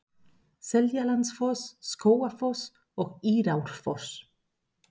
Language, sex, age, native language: Icelandic, female, 30-39, Spanish